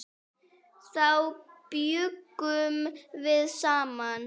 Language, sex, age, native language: Icelandic, female, 8, Icelandic